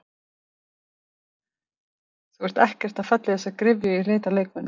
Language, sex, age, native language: Icelandic, female, 30-39, Icelandic